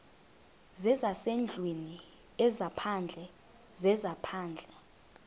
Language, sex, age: Xhosa, female, 22